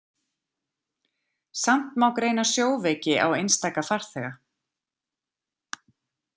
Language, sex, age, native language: Icelandic, female, 40-49, Icelandic